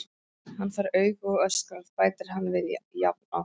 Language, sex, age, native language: Icelandic, female, 13, Icelandic